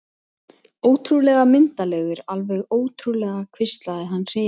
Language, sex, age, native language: Icelandic, male, 12, Icelandic